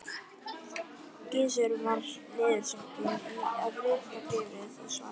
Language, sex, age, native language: Icelandic, female, 11, Icelandic